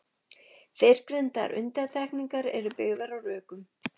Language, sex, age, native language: Icelandic, female, 11, Icelandic